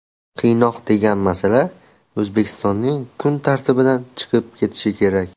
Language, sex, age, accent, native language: Uzbek, male, 18-24, Andijon, Uzbek